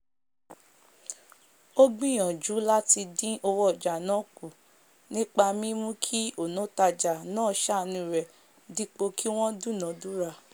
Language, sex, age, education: Yoruba, female, 15-29, tertiary